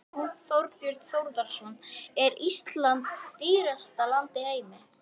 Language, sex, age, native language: Icelandic, female, 11, Icelandic